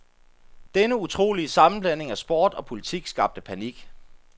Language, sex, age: Danish, male, 33